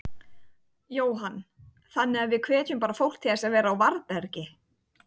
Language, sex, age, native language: Icelandic, female, 30-39, Icelandic